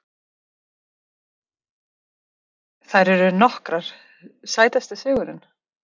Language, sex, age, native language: Icelandic, female, 30-39, Icelandic